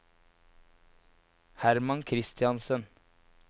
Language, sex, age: Norwegian, male, 24